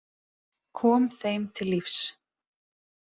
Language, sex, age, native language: Icelandic, female, 30-39, Icelandic